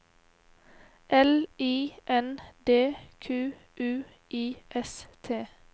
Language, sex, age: Norwegian, female, 18